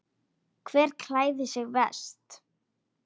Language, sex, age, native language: Icelandic, female, 10, Icelandic